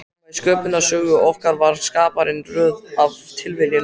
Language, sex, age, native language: Icelandic, male, 14, Icelandic